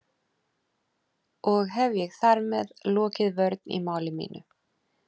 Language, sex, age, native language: Icelandic, female, 30-39, Icelandic